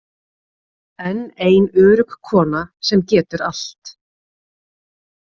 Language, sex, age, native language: Icelandic, female, 40-49, Icelandic